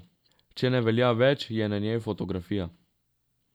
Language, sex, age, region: Slovenian, male, 18-29, Drava region